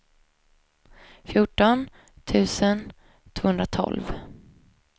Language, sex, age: Swedish, female, 25